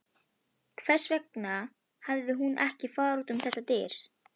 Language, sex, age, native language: Icelandic, female, 11, Icelandic